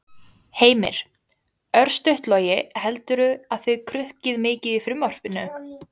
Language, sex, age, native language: Icelandic, female, 20-29, Icelandic